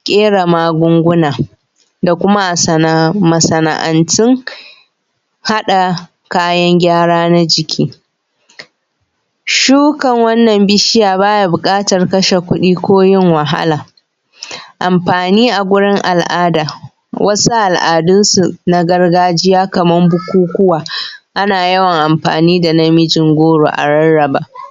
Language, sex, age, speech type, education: Hausa, female, 15-29, spontaneous, primary